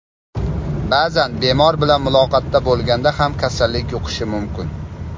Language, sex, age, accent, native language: Uzbek, male, 25-34, Toshkent viloyati, Uzbek